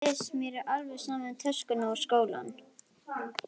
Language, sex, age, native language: Icelandic, female, 11, Icelandic